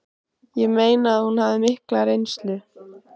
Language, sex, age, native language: Icelandic, female, 15, Icelandic